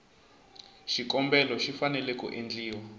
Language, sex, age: Tsonga, male, 20